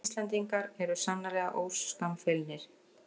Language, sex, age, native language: Icelandic, female, 50-59, Icelandic